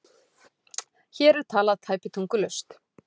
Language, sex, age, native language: Icelandic, female, 40-49, Icelandic